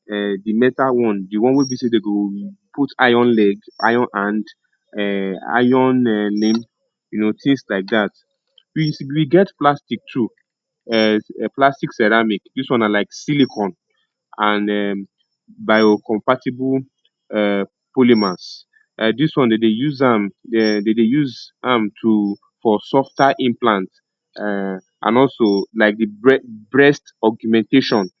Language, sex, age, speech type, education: Nigerian Pidgin, male, 30-45, spontaneous, tertiary